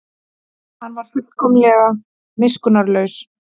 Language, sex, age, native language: Icelandic, female, 40-49, Icelandic